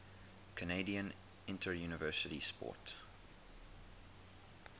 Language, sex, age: English, male, 21